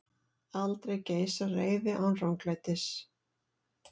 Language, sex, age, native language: Icelandic, female, 40-49, Icelandic